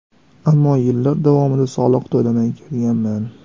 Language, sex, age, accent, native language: Uzbek, male, 18-24, Sirdaryo, Uzbek